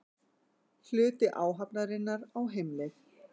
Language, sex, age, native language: Icelandic, female, 50-59, Icelandic